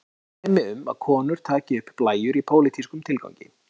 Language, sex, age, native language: Icelandic, male, 30-39, Icelandic